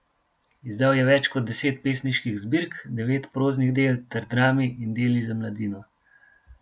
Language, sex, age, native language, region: Slovenian, male, 18-29, Slovenian, Gorenjska region